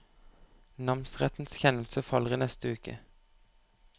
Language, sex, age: Norwegian, male, 25